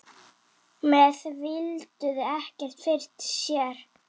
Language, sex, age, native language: Icelandic, female, 8, Icelandic